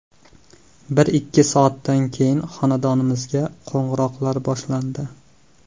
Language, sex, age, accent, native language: Uzbek, male, 19-29, Andijon, Uzbek